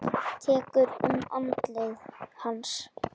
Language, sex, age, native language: Icelandic, female, 10, Icelandic